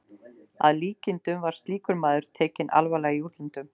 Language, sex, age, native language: Icelandic, female, 12, Icelandic